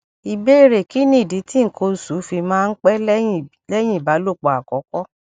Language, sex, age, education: Yoruba, female, 60+, tertiary